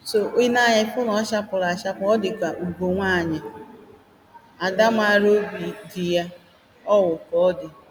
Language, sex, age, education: Igbo, female, 30-45, primary